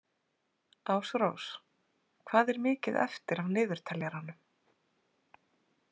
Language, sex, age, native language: Icelandic, female, 40-49, Icelandic